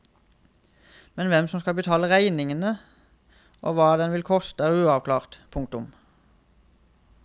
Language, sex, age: Norwegian, male, 31